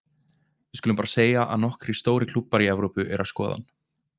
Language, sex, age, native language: Icelandic, male, 20-29, Icelandic